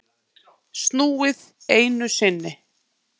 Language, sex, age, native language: Icelandic, female, 8, Icelandic